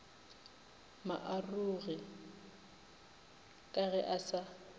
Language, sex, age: Northern Sotho, female, 25